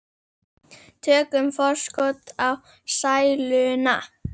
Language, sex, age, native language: Icelandic, female, 10, Icelandic